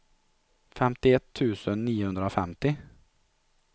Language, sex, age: Swedish, male, 43